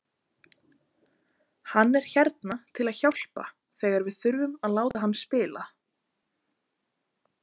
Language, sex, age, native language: Icelandic, other, 20-29, Icelandic